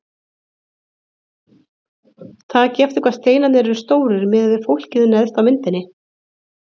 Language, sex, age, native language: Icelandic, female, 30-39, Icelandic